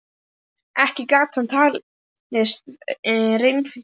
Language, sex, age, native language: Icelandic, male, 11, Icelandic